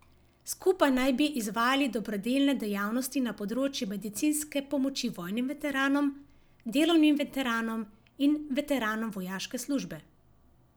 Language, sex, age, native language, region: Slovenian, female, 50-59, Slovenian, Savinja region